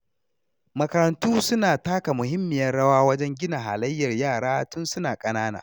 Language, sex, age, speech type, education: Hausa, male, 30-45, read, tertiary